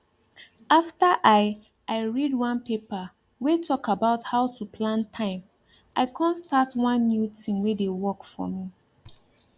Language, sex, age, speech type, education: Nigerian Pidgin, female, 15-29, spontaneous, tertiary